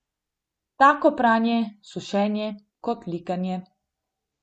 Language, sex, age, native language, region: Slovenian, female, 18-29, Slovenian, Gorenjska region